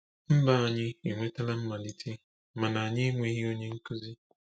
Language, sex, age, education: Igbo, male, 15-29, tertiary